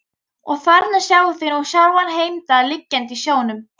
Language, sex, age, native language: Icelandic, female, 13, Icelandic